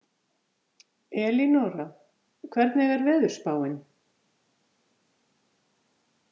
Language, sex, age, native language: Icelandic, female, 50-59, Icelandic